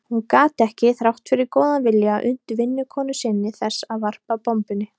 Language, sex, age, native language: Icelandic, female, 30-39, Icelandic